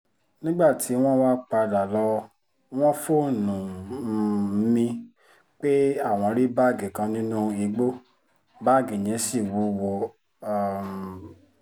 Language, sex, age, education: Yoruba, female, 30-45, tertiary